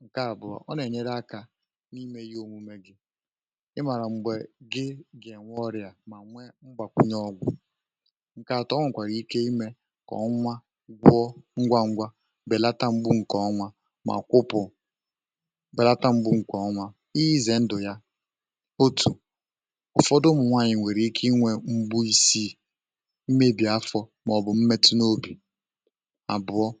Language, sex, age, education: Igbo, male, 15-29, tertiary